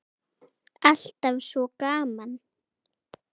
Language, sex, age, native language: Icelandic, female, 7, Icelandic